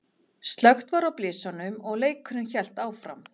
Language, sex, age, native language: Icelandic, female, 40-49, Icelandic